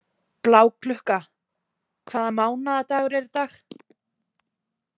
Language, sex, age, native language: Icelandic, female, 20-29, Icelandic